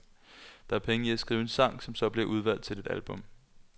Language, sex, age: Danish, male, 21